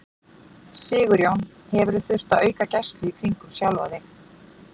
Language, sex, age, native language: Icelandic, female, 40-49, Icelandic